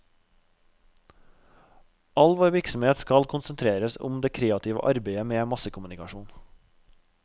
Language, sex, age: Norwegian, male, 32